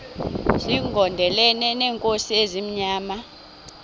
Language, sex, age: Xhosa, female, 26